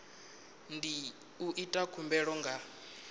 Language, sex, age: Venda, male, 19